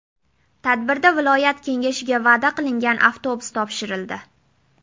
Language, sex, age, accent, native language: Uzbek, female, 18-24, Namangan, Uzbek